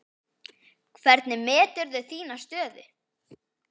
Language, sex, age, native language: Icelandic, female, 10, Icelandic